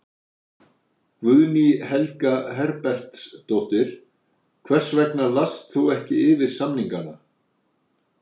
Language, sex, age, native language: Icelandic, male, 60-69, Icelandic